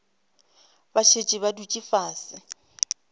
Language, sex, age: Northern Sotho, female, 25